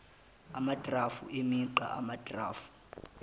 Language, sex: Zulu, male